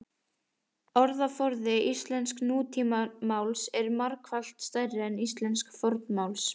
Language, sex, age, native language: Icelandic, female, 18-19, Icelandic